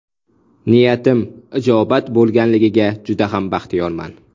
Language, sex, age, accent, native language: Uzbek, male, 19-29, Samarqand, Uzbek